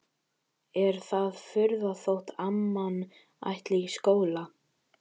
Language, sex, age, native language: Icelandic, female, 12, Icelandic